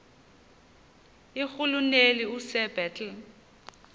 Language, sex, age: Xhosa, female, 30